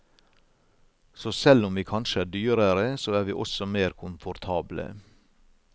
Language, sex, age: Norwegian, male, 56